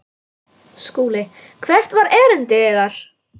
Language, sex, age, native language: Icelandic, female, 9, Icelandic